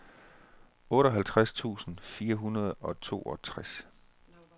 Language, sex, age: Danish, male, 34